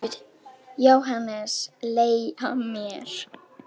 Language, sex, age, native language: Icelandic, female, 18-19, Icelandic